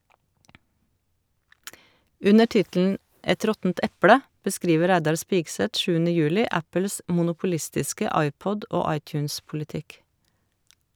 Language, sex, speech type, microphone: Norwegian, female, read, Shure